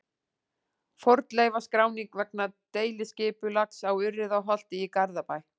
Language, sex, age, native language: Icelandic, female, 40-49, Icelandic